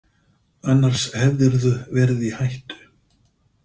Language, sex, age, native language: Icelandic, male, 50-59, Icelandic